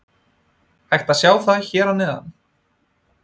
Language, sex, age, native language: Icelandic, male, 20-29, Icelandic